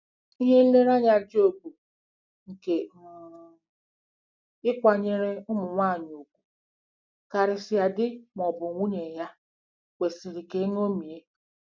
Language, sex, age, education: Igbo, female, 46-60, tertiary